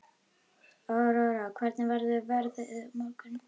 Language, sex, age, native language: Icelandic, female, 11, Icelandic